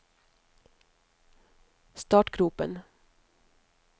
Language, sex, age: Norwegian, female, 50